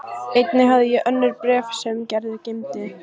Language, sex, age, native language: Icelandic, female, 15, Icelandic